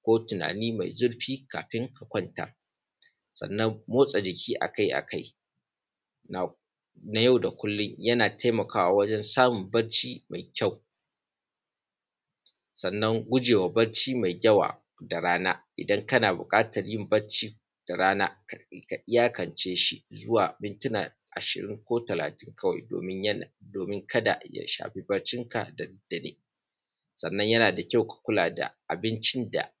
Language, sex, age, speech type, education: Hausa, male, 15-29, spontaneous, primary